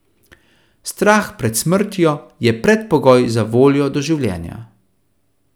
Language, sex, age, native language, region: Slovenian, male, 30-49, Slovenian, Central Slovenia